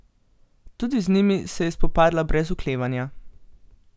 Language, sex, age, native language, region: Slovenian, female, 18-29, Slovenian, Gorenjska region